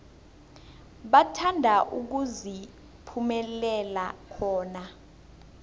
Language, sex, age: South Ndebele, female, 21